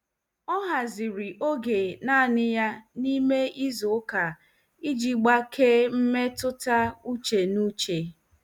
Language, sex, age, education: Igbo, female, 30-45, tertiary